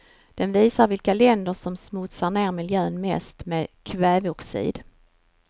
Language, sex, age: Swedish, female, 49